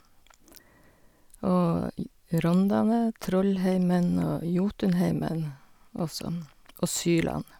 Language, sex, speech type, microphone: Norwegian, female, spontaneous, Sennheiser